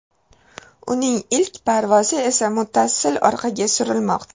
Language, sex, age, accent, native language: Uzbek, female, 18-24, Toshkent shahri, Uzbek